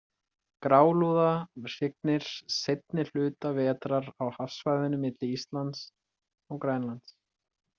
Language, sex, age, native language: Icelandic, male, 30-39, Icelandic